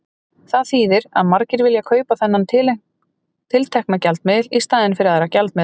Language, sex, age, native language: Icelandic, female, 30-39, Icelandic